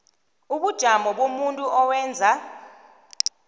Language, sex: South Ndebele, female